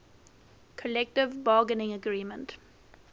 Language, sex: English, female